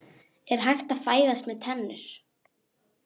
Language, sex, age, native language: Icelandic, female, 18-19, Icelandic